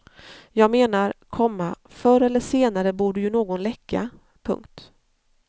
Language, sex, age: Swedish, female, 40